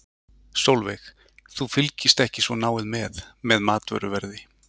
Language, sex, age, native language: Icelandic, male, 40-49, Icelandic